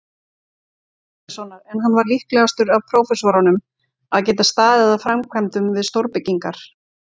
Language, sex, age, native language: Icelandic, female, 40-49, Icelandic